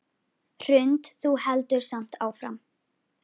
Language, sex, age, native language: Icelandic, female, 10, Icelandic